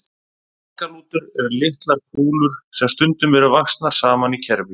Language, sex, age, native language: Icelandic, male, 30-39, Icelandic